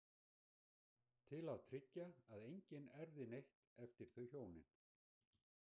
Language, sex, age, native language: Icelandic, male, 60-69, Icelandic